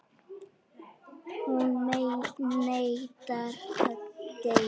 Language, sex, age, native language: Icelandic, female, 10, Icelandic